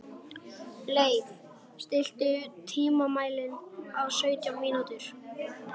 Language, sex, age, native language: Icelandic, male, 11, Icelandic